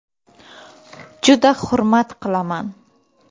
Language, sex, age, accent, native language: Uzbek, female, 18-24, Qoraqalpog'iston, Uzbek